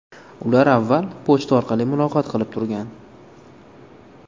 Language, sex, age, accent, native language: Uzbek, male, 19-29, Toshkent viloyati, Uzbek